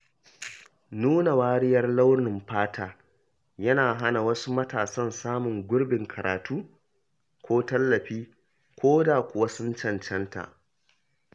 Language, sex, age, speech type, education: Hausa, male, 30-45, read, primary